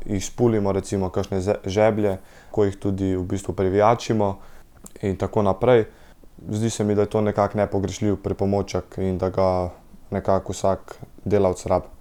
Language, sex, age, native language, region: Slovenian, male, 18-29, Slovenian, Central Slovenia